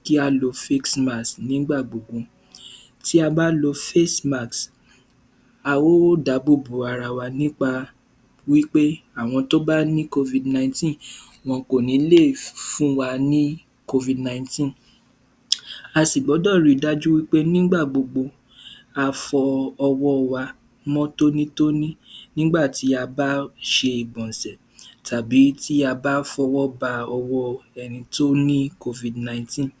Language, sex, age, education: Yoruba, male, 15-29, tertiary